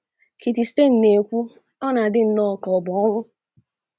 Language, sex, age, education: Igbo, female, 15-29, tertiary